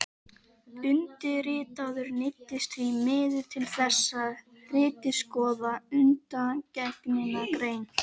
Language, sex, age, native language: Icelandic, other, 12, Icelandic